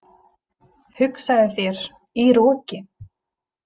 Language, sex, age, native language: Icelandic, female, 20-29, Icelandic